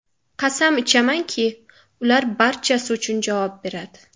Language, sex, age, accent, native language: Uzbek, female, 18-24, Samarqand, Uzbek